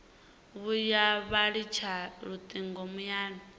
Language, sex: Venda, female